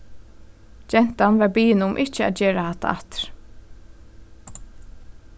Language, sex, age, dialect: Faroese, female, 15-35, Suðurstreymoy